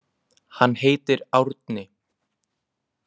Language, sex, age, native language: Icelandic, male, 20-29, Icelandic